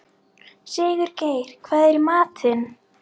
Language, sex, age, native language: Icelandic, female, 11, Icelandic